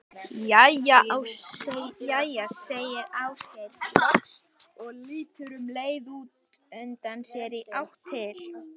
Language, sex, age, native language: Icelandic, female, 18-19, Icelandic